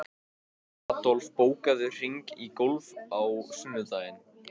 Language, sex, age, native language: Icelandic, male, 15, Icelandic